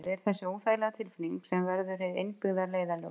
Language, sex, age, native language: Icelandic, female, 50-59, Icelandic